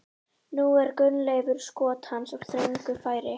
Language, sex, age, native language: Icelandic, female, 18-19, Icelandic